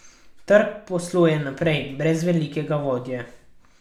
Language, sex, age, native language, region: Slovenian, male, 12-17, Slovenian, Carinthia region